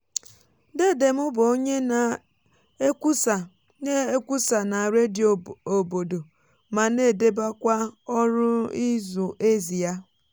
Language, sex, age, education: Igbo, female, 15-29, tertiary